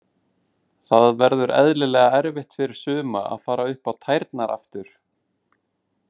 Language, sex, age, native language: Icelandic, male, 20-29, Icelandic